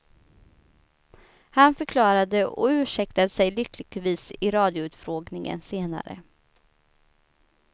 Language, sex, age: Swedish, female, 29